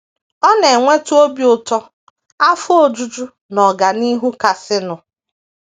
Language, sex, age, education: Igbo, female, 30-45, tertiary